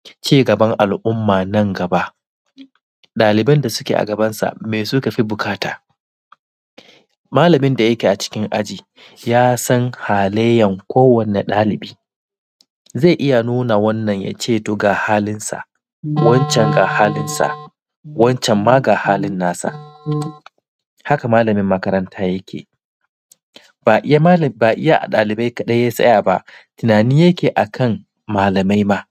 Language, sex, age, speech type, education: Hausa, male, 15-29, spontaneous, primary